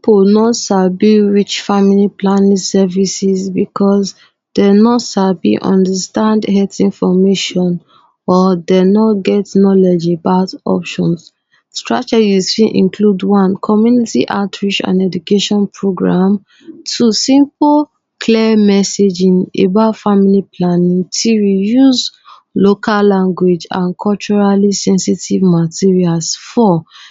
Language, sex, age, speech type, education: Nigerian Pidgin, female, 15-29, spontaneous, tertiary